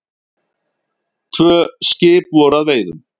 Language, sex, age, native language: Icelandic, male, 50-59, Icelandic